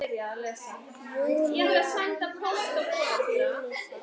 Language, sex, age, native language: Icelandic, male, 10, Icelandic